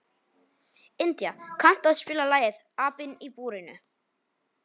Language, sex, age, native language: Icelandic, male, 18-19, Polish